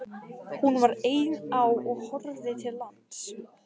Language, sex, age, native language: Icelandic, female, 15, Icelandic